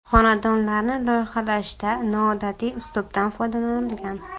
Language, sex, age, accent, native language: Uzbek, female, 19-29, Buxoro, Uzbek